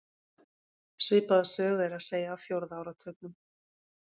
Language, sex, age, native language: Icelandic, female, 40-49, Icelandic